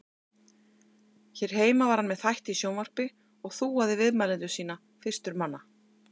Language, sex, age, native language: Icelandic, female, 50-59, Icelandic